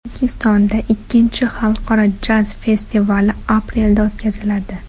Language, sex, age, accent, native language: Uzbek, female, 18-24, Toshkent shahri, Uzbek